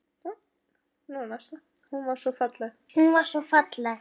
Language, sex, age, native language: Icelandic, female, 7, Icelandic